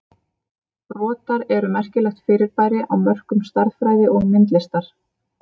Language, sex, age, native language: Icelandic, female, 30-39, Icelandic